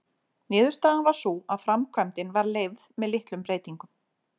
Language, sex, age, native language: Icelandic, female, 40-49, Icelandic